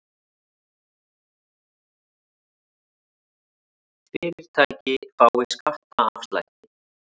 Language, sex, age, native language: Icelandic, male, 40-49, Icelandic